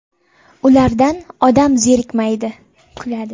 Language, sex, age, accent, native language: Uzbek, female, 18-24, Toshkent viloyati, Uzbek